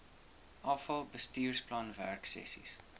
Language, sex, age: Afrikaans, male, 19